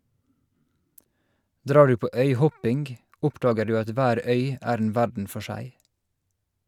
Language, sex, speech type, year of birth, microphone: Norwegian, male, read, 1986, Shure